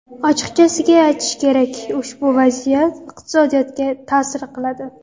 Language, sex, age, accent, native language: Uzbek, female, 18-24, Namangan, Uzbek